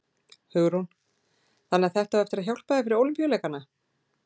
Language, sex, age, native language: Icelandic, female, 40-49, Icelandic